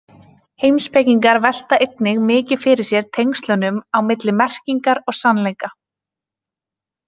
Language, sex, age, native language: Icelandic, female, 20-29, Icelandic